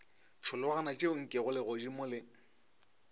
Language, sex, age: Northern Sotho, male, 25